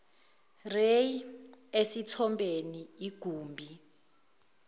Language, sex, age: Zulu, female, 19